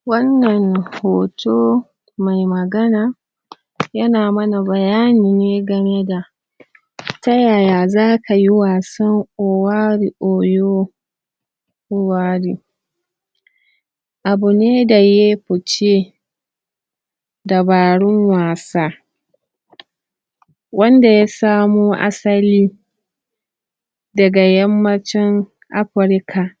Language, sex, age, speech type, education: Hausa, female, 30-45, spontaneous, tertiary